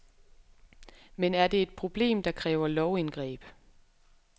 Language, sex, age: Danish, female, 23